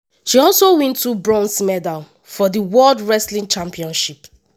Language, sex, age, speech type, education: Nigerian Pidgin, female, 15-29, spontaneous, tertiary